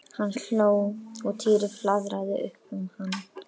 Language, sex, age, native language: Icelandic, female, 12, Icelandic